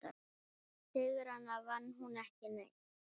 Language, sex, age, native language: Icelandic, female, 9, Icelandic